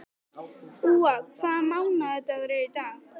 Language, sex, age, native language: Icelandic, female, 11, Icelandic